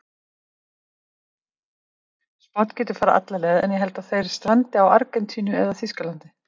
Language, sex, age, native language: Icelandic, female, 30-39, Icelandic